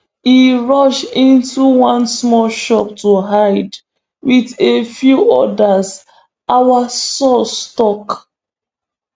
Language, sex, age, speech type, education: Nigerian Pidgin, female, 15-29, spontaneous, tertiary